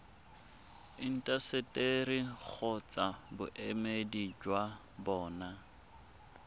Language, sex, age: Tswana, male, 24